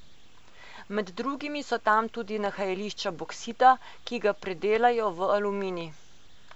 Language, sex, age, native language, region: Slovenian, female, 50-59, Slovenian, Coastal Karst region